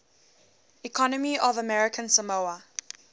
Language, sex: English, female